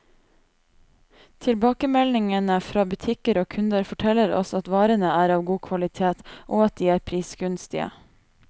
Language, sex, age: Norwegian, female, 28